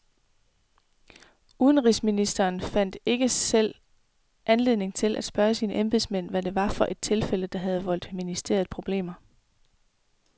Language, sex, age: Danish, female, 24